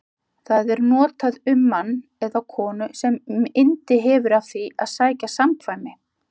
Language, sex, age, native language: Icelandic, female, 50-59, Icelandic